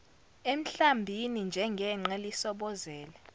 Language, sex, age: Zulu, female, 17